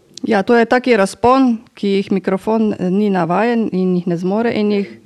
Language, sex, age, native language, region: Slovenian, female, 50-59, Slovenian, Drava region